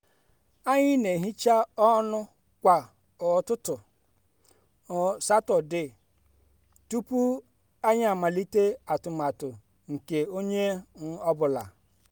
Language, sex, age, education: Igbo, female, 30-45, tertiary